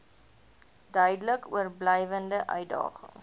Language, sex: Afrikaans, female